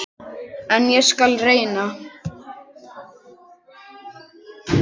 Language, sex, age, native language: Icelandic, male, 6, Icelandic